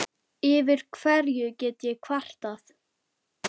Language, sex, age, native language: Icelandic, female, 10, Icelandic